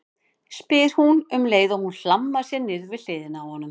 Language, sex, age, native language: Icelandic, female, 50-59, Icelandic